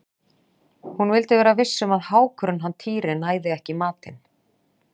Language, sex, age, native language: Icelandic, female, 40-49, Icelandic